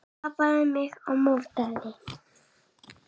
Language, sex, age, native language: Icelandic, male, 5, Icelandic